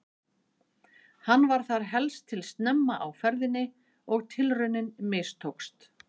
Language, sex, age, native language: Icelandic, female, 50-59, Icelandic